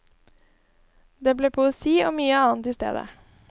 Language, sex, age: Norwegian, female, 20